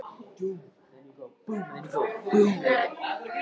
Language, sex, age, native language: Icelandic, male, 13, Icelandic